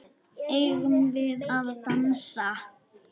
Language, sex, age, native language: Icelandic, female, 10, Icelandic